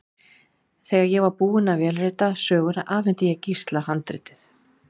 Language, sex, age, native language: Icelandic, female, 40-49, Icelandic